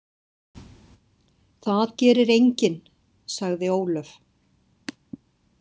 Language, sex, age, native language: Icelandic, female, 60-69, Icelandic